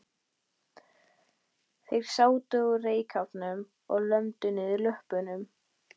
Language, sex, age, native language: Icelandic, female, 12, Icelandic